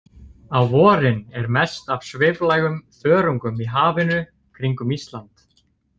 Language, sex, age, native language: Icelandic, male, 20-29, Icelandic